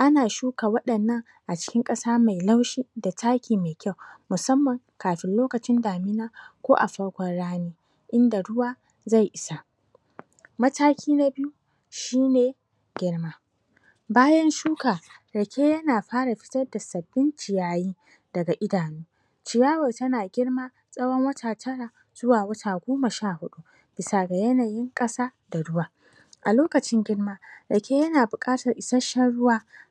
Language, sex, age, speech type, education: Hausa, female, 30-45, spontaneous, tertiary